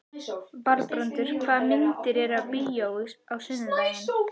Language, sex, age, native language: Icelandic, female, 14, Icelandic